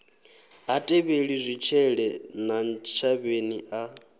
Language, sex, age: Venda, male, 23